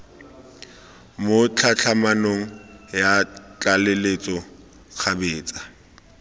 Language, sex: Tswana, male